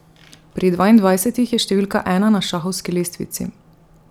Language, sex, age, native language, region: Slovenian, female, 30-49, Slovenian, Drava region